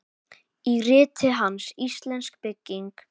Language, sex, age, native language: Icelandic, male, 10, Icelandic